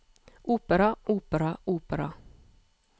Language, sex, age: Norwegian, female, 30